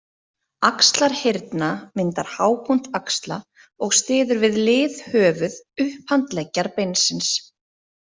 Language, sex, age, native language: Icelandic, female, 30-39, Icelandic